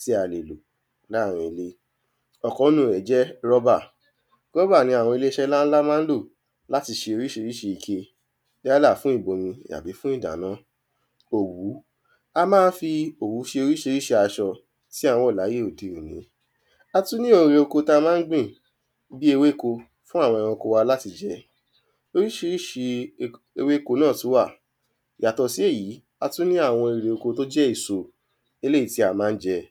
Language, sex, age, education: Yoruba, male, 15-29, tertiary